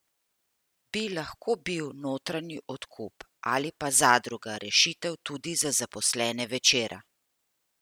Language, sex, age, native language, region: Slovenian, female, 50-59, Slovenian, Central Slovenia